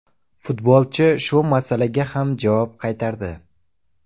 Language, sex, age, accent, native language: Uzbek, male, 18-24, Samarqand, Uzbek